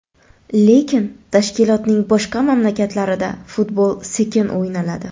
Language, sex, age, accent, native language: Uzbek, female, 25-34, Toshkent shahri, Uzbek